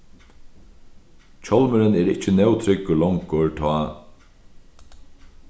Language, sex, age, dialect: Faroese, male, 36-60, Sandoy